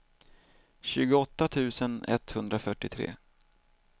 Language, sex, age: Swedish, male, 38